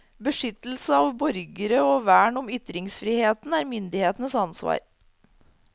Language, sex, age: Norwegian, female, 30